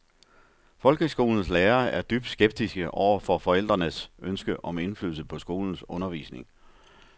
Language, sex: Danish, male